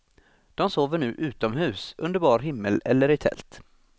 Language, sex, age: Swedish, male, 26